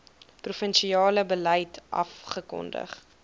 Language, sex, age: Afrikaans, female, 22